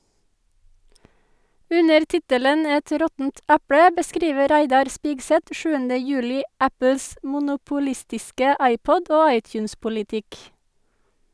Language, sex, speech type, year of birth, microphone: Norwegian, female, read, 1984, Sennheiser